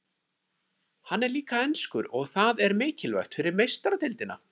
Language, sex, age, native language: Icelandic, male, 30-39, Icelandic